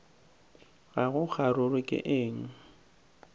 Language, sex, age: Northern Sotho, male, 19